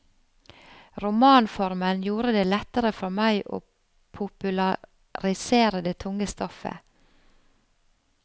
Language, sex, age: Norwegian, female, 45